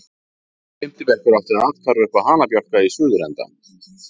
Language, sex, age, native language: Icelandic, male, 50-59, Icelandic